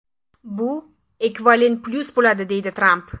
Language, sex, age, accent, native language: Uzbek, female, 18-24, Samarqand, Uzbek